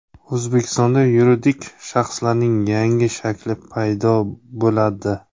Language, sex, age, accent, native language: Uzbek, male, 25-34, Surxondaryo, Uzbek